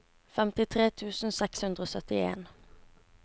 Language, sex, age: Norwegian, female, 17